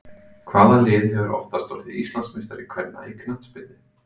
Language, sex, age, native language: Icelandic, male, 20-29, Icelandic